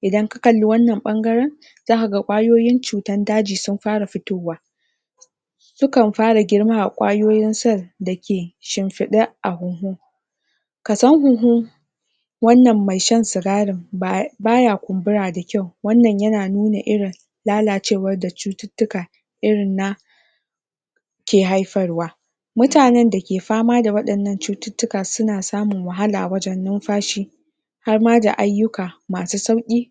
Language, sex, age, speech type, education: Hausa, female, 46-60, spontaneous, secondary